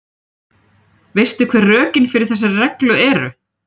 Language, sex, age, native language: Icelandic, female, 30-39, Icelandic